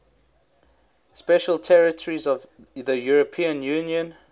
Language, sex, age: English, male, 21